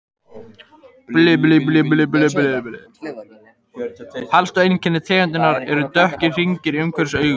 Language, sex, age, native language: Icelandic, male, 18-19, Icelandic